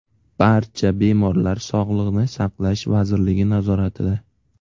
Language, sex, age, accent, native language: Uzbek, male, 18-24, Navoiy, Uzbek